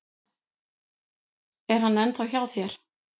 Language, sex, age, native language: Icelandic, female, 50-59, Icelandic